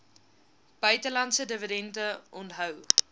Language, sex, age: Afrikaans, female, 19